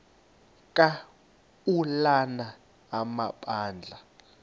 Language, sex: Xhosa, male